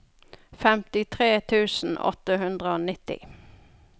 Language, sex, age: Norwegian, female, 42